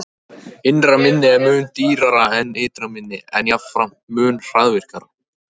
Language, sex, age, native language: Icelandic, male, 18-19, Icelandic